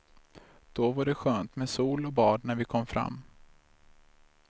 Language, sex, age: Swedish, male, 26